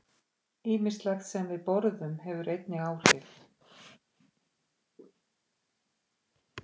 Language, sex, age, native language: Icelandic, female, 50-59, Icelandic